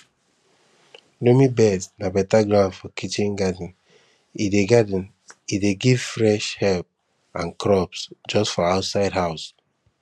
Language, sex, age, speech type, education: Nigerian Pidgin, male, 15-29, spontaneous, tertiary